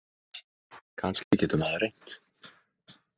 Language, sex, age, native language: Icelandic, male, 18-19, Icelandic